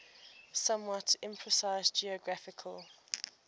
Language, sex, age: English, female, 20